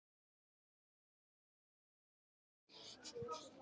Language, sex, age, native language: Icelandic, female, 18-19, Icelandic